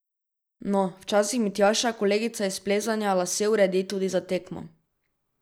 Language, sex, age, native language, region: Slovenian, female, 12-17, Slovenian, Drava region